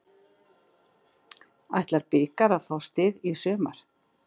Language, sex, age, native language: Icelandic, female, 60-69, Icelandic